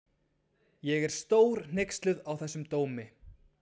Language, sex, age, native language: Icelandic, male, 20-29, Icelandic